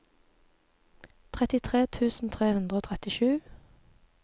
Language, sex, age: Norwegian, female, 23